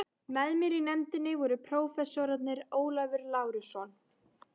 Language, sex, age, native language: Icelandic, female, 13, Icelandic